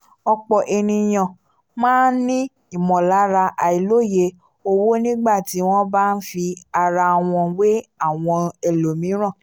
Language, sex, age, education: Yoruba, female, 15-29, tertiary